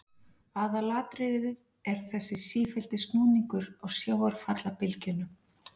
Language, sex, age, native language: Icelandic, female, 40-49, Icelandic